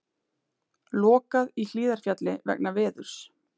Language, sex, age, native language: Icelandic, female, 30-39, Icelandic